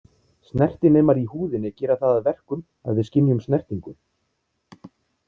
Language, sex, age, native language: Icelandic, male, 30-39, Icelandic